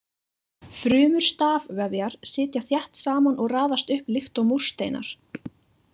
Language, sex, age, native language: Icelandic, female, 20-29, Icelandic